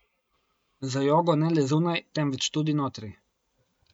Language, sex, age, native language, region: Slovenian, male, 18-29, Slovenian, Coastal Karst region